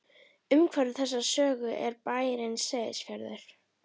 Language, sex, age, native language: Icelandic, female, 11, Icelandic